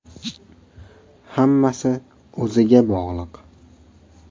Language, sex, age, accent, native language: Uzbek, male, 18-24, Farg'ona, Uzbek